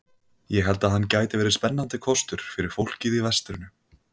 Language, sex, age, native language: Icelandic, male, 20-29, Icelandic